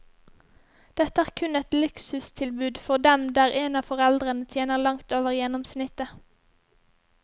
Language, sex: Norwegian, female